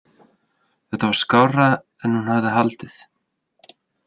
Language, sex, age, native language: Icelandic, male, 30-39, Icelandic